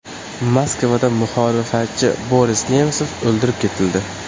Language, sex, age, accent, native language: Uzbek, male, 18-24, Toshkent shahri, Uzbek